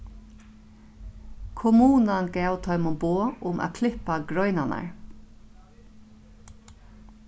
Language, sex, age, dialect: Faroese, female, 36-60, Norðurstreymoy/Eysturoy